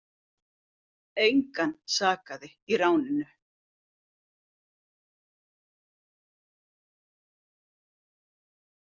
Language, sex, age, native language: Icelandic, female, 50-59, Icelandic